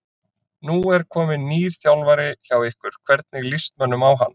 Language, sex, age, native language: Icelandic, male, 30-39, Icelandic